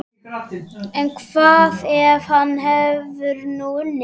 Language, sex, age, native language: Icelandic, male, 12, Icelandic